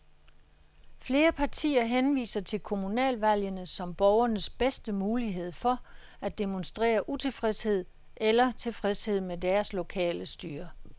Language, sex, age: Danish, female, 66